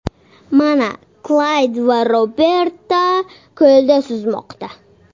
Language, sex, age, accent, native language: Uzbek, male, 40-49, Surxondaryo, Uzbek